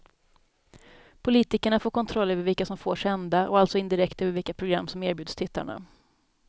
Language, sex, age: Swedish, female, 27